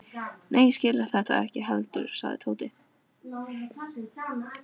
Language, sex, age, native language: Icelandic, female, 12, Icelandic